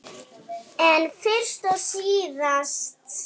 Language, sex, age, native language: Icelandic, female, 8, Icelandic